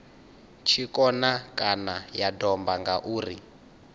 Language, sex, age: Venda, male, 19